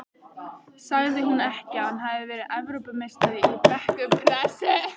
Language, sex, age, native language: Icelandic, female, 15, Icelandic